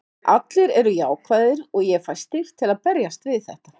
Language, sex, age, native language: Icelandic, female, 50-59, Icelandic